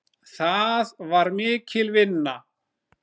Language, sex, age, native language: Icelandic, female, 9, Icelandic